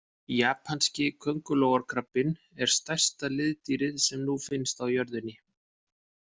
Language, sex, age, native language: Icelandic, male, 50-59, Icelandic